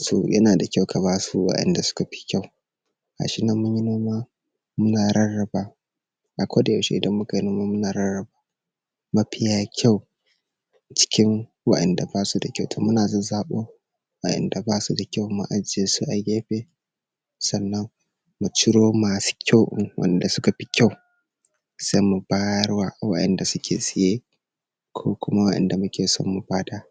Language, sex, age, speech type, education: Hausa, male, 15-29, spontaneous, secondary